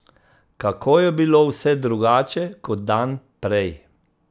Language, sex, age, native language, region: Slovenian, male, 50-59, Slovenian, Central Slovenia